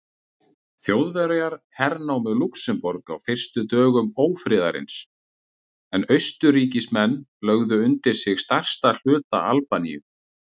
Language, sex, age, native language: Icelandic, male, 30-39, Icelandic